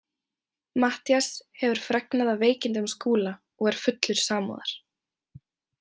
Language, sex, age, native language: Icelandic, female, 20-29, Icelandic